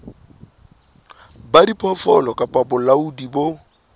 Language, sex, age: Southern Sotho, male, 26